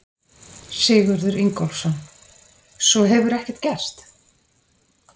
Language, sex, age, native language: Icelandic, female, 50-59, Icelandic